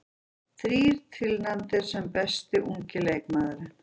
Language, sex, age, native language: Icelandic, female, 40-49, Icelandic